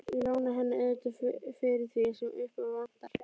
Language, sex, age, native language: Icelandic, female, 12, Icelandic